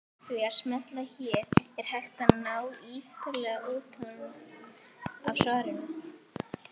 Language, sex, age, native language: Icelandic, female, 30-39, Icelandic